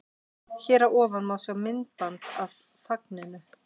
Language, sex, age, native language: Icelandic, female, 50-59, Icelandic